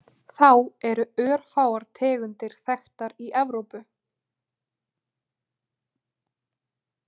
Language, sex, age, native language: Icelandic, female, 20-29, Icelandic